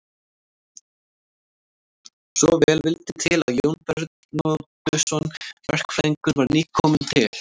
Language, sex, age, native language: Icelandic, female, 18-19, Icelandic